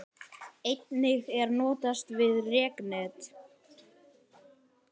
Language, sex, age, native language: Icelandic, male, 10, Icelandic